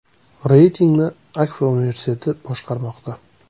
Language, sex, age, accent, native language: Uzbek, male, 25-34, Toshkent shahri, Uzbek